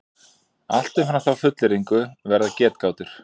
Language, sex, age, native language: Icelandic, male, 40-49, Icelandic